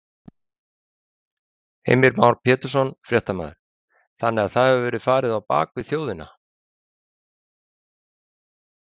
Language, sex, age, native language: Icelandic, male, 50-59, Icelandic